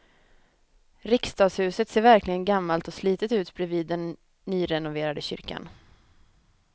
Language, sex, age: Swedish, female, 23